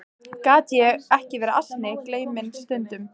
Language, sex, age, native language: Icelandic, female, 15, Icelandic